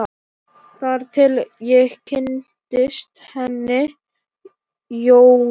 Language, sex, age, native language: Icelandic, male, 11, Icelandic